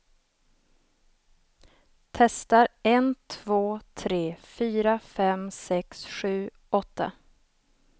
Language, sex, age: Swedish, female, 27